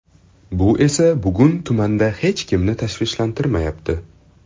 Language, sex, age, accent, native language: Uzbek, male, 12-17, Toshkent shahri, Uzbek